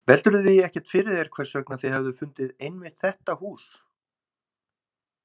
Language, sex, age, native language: Icelandic, male, 20-29, Icelandic